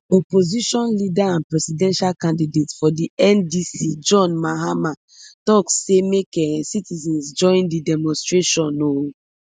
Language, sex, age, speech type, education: Nigerian Pidgin, female, 15-29, spontaneous, tertiary